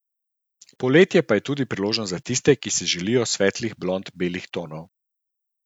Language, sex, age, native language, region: Slovenian, male, 30-49, Slovenian, Central Slovenia